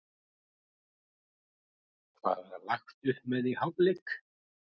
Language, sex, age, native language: Icelandic, male, 50-59, Icelandic